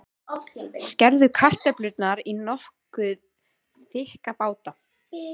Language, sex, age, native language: Icelandic, female, 13, Icelandic